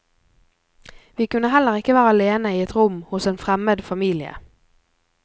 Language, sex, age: Norwegian, female, 24